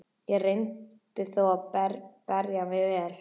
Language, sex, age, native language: Icelandic, female, 11, Icelandic